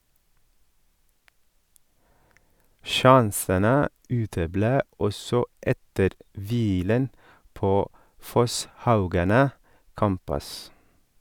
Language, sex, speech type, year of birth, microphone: Norwegian, male, read, 1983, Sennheiser